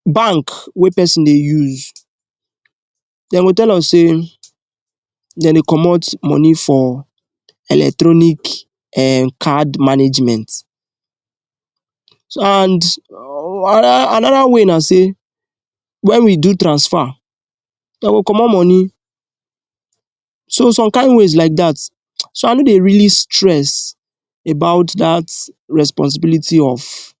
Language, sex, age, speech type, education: Nigerian Pidgin, male, 15-29, spontaneous, tertiary